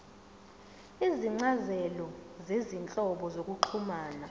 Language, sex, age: Zulu, female, 17